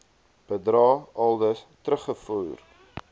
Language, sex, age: Afrikaans, male, 22